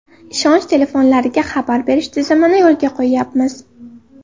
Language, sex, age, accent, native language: Uzbek, female, 18-24, Farg'ona, Uzbek